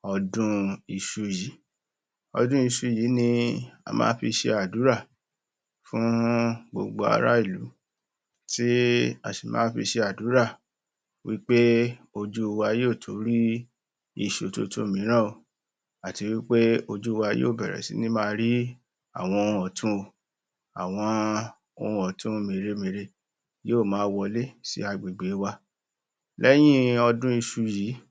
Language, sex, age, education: Yoruba, male, 46-60, tertiary